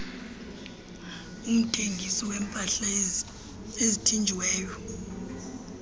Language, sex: Xhosa, female